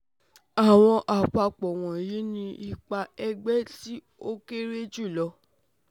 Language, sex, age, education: Yoruba, female, 15-29, tertiary